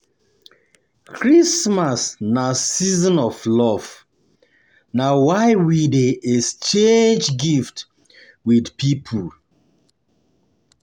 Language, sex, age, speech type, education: Nigerian Pidgin, male, 30-45, spontaneous, tertiary